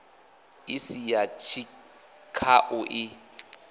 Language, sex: Venda, male